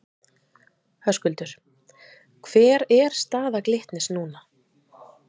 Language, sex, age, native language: Icelandic, female, 30-39, Icelandic